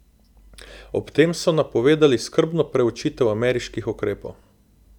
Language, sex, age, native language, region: Slovenian, male, 18-29, Slovenian, Southeast Slovenia